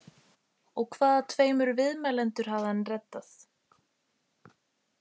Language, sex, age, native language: Icelandic, female, 18-19, Icelandic